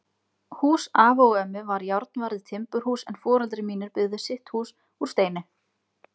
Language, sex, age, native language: Icelandic, female, 20-29, Icelandic